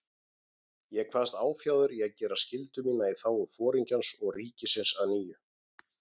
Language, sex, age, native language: Icelandic, male, 40-49, Icelandic